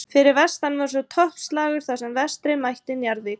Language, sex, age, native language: Icelandic, female, 30-39, Icelandic